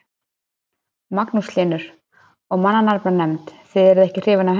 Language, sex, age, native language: Icelandic, female, 30-39, Icelandic